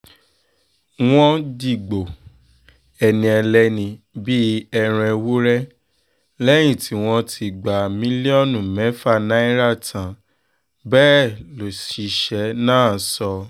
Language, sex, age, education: Yoruba, male, 15-29, tertiary